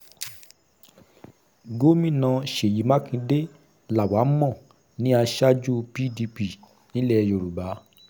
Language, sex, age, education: Yoruba, male, 30-45, secondary